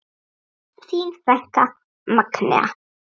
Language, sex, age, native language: Icelandic, female, 9, Icelandic